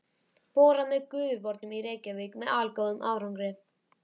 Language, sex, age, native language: Icelandic, female, 11, Icelandic